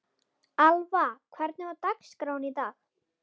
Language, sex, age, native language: Icelandic, female, 11, Icelandic